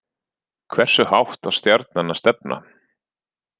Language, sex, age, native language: Icelandic, male, 40-49, Icelandic